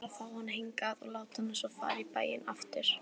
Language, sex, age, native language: Icelandic, female, 18-19, Icelandic